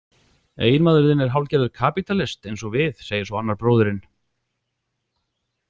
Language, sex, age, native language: Icelandic, male, 40-49, Icelandic